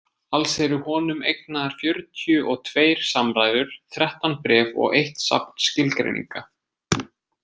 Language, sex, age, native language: Icelandic, male, 20-29, Icelandic